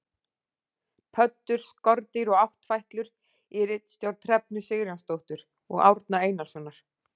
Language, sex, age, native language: Icelandic, female, 40-49, Icelandic